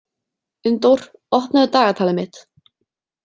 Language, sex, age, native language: Icelandic, female, 30-39, Icelandic